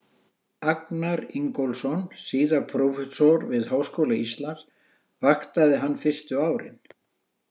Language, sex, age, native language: Icelandic, male, 60-69, Icelandic